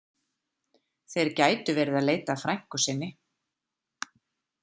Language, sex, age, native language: Icelandic, female, 40-49, Icelandic